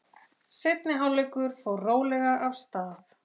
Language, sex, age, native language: Icelandic, female, 40-49, Icelandic